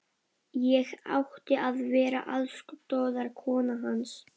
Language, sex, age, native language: Icelandic, male, 12, Polish